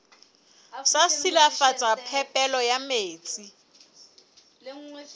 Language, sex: Southern Sotho, female